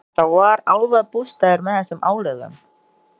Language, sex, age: Icelandic, female, 20-29